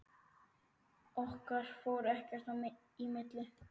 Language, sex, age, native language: Icelandic, male, 9, Icelandic